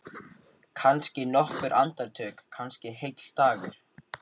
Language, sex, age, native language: Icelandic, male, 13, Icelandic